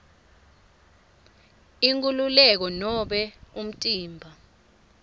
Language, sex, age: Swati, female, 24